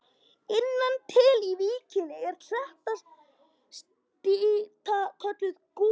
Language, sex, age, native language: Icelandic, female, 50-59, Icelandic